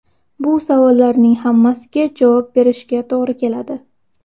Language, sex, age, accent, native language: Uzbek, female, 12-17, Xorazm, Uzbek